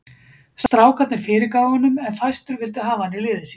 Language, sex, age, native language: Icelandic, female, 50-59, Icelandic